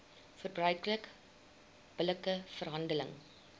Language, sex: Afrikaans, female